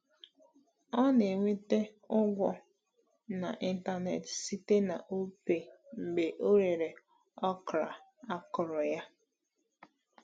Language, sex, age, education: Igbo, female, 15-29, tertiary